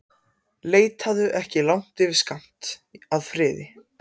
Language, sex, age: Icelandic, other, 14